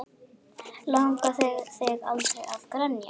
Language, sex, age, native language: Icelandic, female, 8, Icelandic